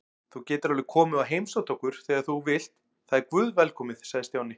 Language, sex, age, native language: Icelandic, male, 40-49, Icelandic